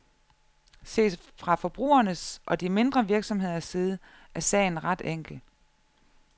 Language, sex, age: Danish, female, 34